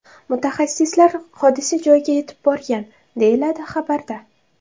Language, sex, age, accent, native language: Uzbek, female, 19-29, Samarqand, Uzbek